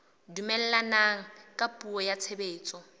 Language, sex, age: Southern Sotho, female, 20